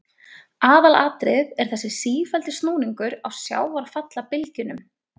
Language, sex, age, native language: Icelandic, female, 20-29, Icelandic